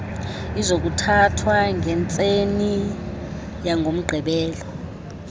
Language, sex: Xhosa, female